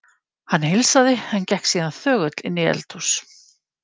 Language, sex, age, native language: Icelandic, female, 50-59, Icelandic